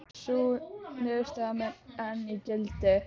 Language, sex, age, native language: Icelandic, other, 12, Icelandic